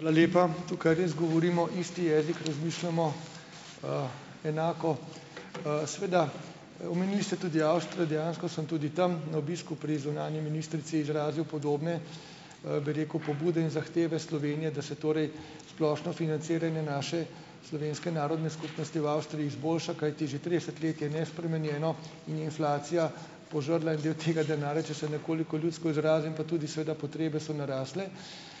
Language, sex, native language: Slovenian, male, Slovenian